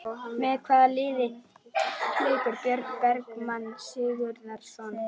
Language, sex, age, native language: Icelandic, female, 11, Icelandic